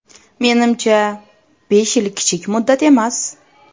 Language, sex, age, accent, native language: Uzbek, female, 18-24, Toshkent viloyati, Uzbek